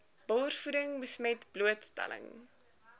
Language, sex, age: Afrikaans, female, 19